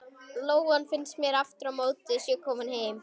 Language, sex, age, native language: Icelandic, female, 11, Icelandic